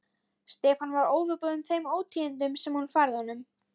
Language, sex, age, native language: Icelandic, female, 13, Icelandic